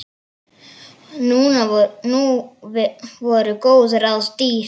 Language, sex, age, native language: Icelandic, female, 8, Icelandic